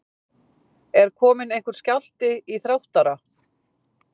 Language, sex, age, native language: Icelandic, female, 50-59, Icelandic